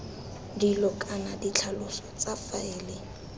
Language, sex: Tswana, female